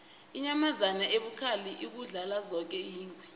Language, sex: South Ndebele, female